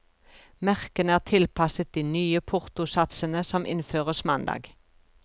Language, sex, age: Norwegian, female, 42